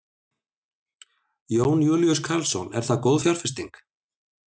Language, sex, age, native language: Icelandic, male, 60-69, Icelandic